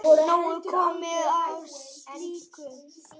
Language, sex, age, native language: Icelandic, male, 8, Icelandic